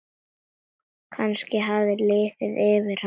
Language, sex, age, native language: Icelandic, female, 9, Icelandic